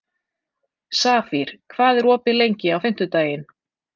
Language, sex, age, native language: Icelandic, female, 30-39, Icelandic